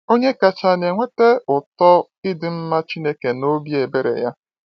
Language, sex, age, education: Igbo, male, 15-29, tertiary